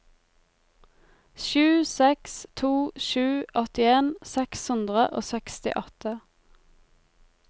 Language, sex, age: Norwegian, female, 23